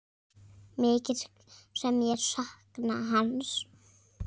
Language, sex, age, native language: Icelandic, female, 6, Icelandic